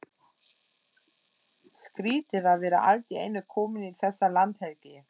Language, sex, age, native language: Icelandic, female, 40-49, German